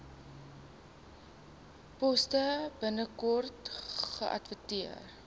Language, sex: Afrikaans, female